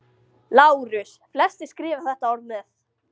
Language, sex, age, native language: Icelandic, female, 13, Icelandic